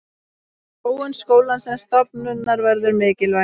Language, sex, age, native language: Icelandic, female, 30-39, Icelandic